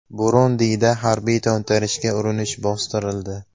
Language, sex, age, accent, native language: Uzbek, male, 19-29, Namangan, Uzbek